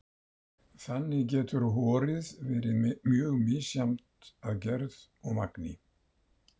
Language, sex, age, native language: Icelandic, male, 70-79, Icelandic